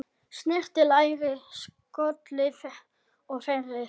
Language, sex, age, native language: Icelandic, male, 10, Icelandic